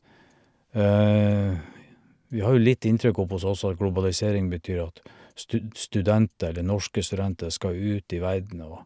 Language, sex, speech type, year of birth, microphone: Norwegian, male, spontaneous, 1951, Shure